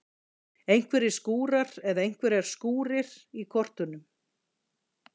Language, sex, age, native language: Icelandic, female, 40-49, Icelandic